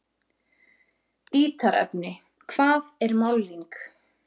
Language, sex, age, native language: Icelandic, female, 20-29, Icelandic